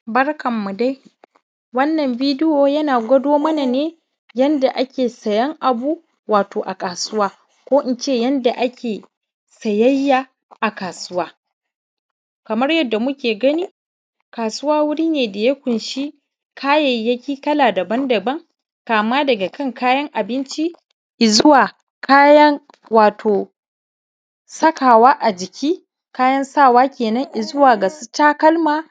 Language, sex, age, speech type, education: Hausa, male, 15-29, spontaneous, tertiary